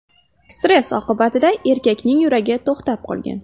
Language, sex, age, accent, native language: Uzbek, female, 12-17, Farg'ona, Uzbek